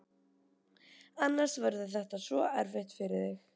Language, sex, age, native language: Icelandic, female, 12, Icelandic